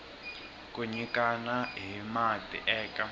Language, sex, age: Tsonga, male, 21